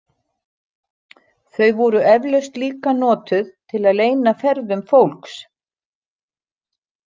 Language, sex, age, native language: Icelandic, female, 60-69, Icelandic